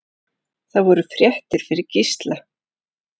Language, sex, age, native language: Icelandic, male, 8, Icelandic